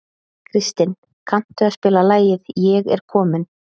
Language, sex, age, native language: Icelandic, female, 30-39, Icelandic